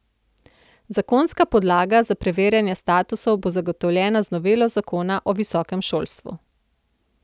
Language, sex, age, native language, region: Slovenian, female, 30-49, Slovenian, Central Slovenia